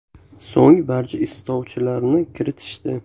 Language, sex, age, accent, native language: Uzbek, male, 18-24, Toshkent shahri, Uzbek